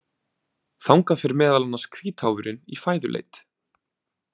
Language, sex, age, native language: Icelandic, male, 20-29, Icelandic